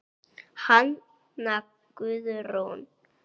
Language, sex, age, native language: Icelandic, male, 6, Icelandic